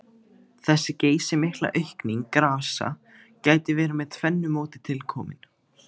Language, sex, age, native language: Icelandic, male, 15, Icelandic